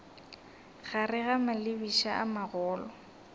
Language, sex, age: Northern Sotho, female, 22